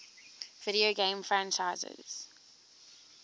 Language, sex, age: English, female, 19